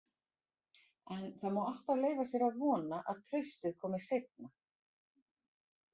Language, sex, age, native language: Icelandic, female, 40-49, Icelandic